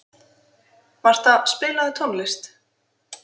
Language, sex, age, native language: Icelandic, female, 20-29, Icelandic